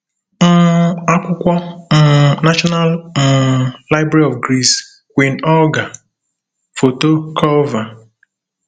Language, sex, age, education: Igbo, male, 15-29, tertiary